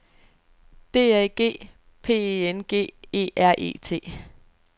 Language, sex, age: Danish, female, 29